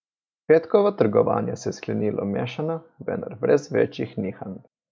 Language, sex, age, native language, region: Slovenian, male, 18-29, Slovenian, Coastal Karst region